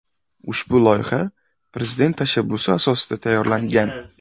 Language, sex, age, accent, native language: Uzbek, male, 18-24, Buxoro, Uzbek